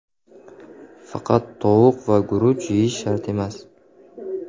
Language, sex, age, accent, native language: Uzbek, male, 18-24, Qashqadaryo, Uzbek